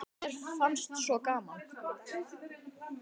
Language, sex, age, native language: Icelandic, male, 10, Icelandic